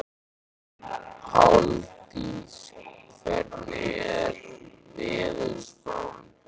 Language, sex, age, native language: Icelandic, male, 13, Icelandic